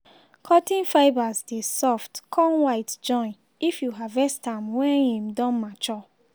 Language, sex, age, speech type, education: Nigerian Pidgin, female, 15-29, spontaneous, secondary